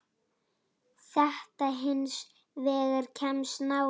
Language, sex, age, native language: Icelandic, female, 9, Icelandic